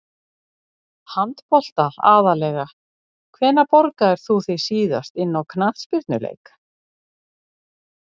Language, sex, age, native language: Icelandic, female, 60-69, Icelandic